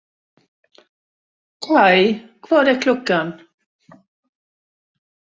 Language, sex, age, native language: Icelandic, female, 60-69, Swedish